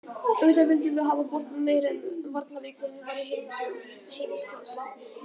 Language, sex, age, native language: Icelandic, male, 18-19, Icelandic